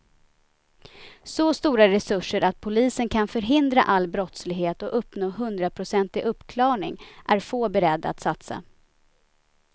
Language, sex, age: Swedish, female, 29